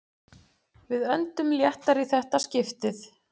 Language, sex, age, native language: Icelandic, female, 40-49, Icelandic